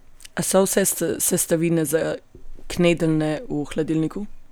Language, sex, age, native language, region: Slovenian, female, 18-29, Slovenian, Gorenjska region